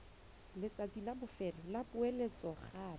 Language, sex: Tswana, female